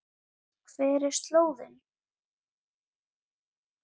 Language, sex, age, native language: Icelandic, female, 8, Icelandic